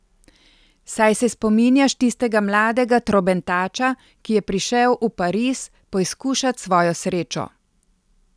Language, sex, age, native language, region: Slovenian, female, 50-59, Slovenian, Central Slovenia